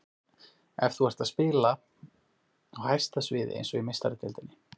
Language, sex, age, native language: Icelandic, male, 40-49, Icelandic